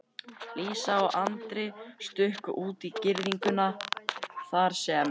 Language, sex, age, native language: Icelandic, male, 13, Icelandic